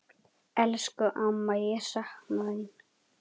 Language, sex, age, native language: Icelandic, male, 10, Icelandic